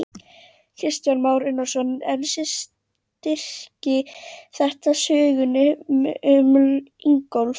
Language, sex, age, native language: Icelandic, female, 12, Icelandic